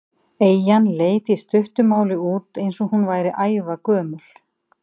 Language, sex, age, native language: Icelandic, female, 50-59, Icelandic